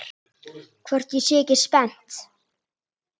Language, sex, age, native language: Icelandic, female, 8, Icelandic